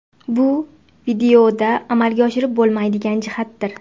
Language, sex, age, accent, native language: Uzbek, female, 18-24, Andijon, Uzbek